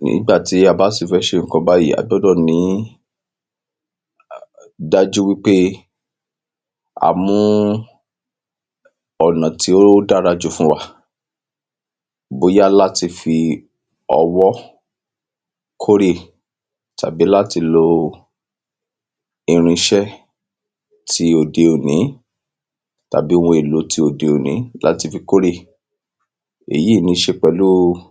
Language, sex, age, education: Yoruba, male, 30-45, secondary